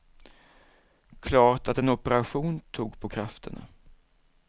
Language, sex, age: Swedish, male, 47